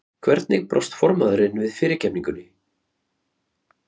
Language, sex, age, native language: Icelandic, male, 30-39, Icelandic